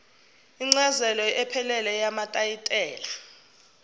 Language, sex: Zulu, female